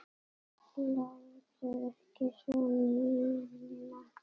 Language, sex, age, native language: Icelandic, female, 8, Icelandic